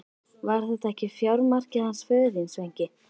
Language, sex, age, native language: Icelandic, female, 13, Icelandic